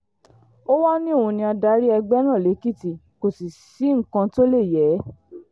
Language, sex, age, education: Yoruba, female, 15-29, tertiary